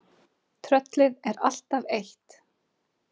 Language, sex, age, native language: Icelandic, female, 30-39, Icelandic